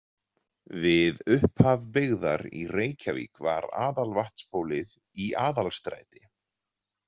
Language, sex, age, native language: Icelandic, male, 40-49, Icelandic